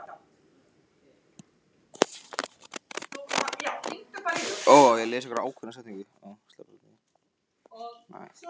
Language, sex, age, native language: Icelandic, male, 15, Icelandic